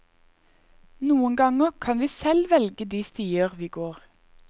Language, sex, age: Norwegian, female, 21